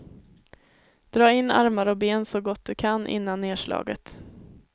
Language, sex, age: Swedish, female, 21